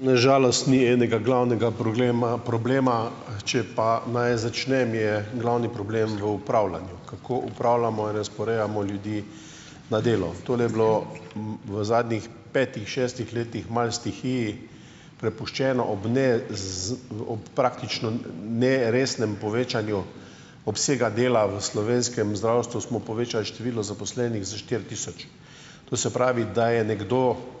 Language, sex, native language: Slovenian, male, Slovenian